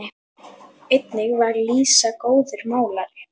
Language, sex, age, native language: Icelandic, female, 10, Icelandic